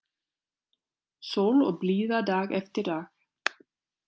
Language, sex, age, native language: Icelandic, female, 30-39, German